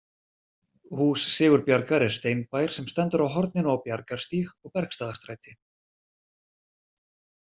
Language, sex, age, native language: Icelandic, male, 40-49, Icelandic